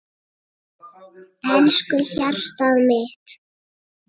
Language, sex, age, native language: Icelandic, male, 8, Icelandic